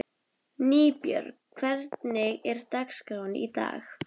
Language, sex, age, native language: Icelandic, female, 20-29, Icelandic